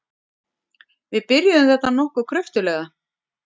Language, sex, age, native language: Icelandic, female, 40-49, Icelandic